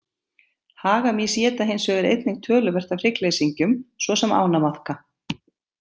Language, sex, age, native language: Icelandic, female, 50-59, Icelandic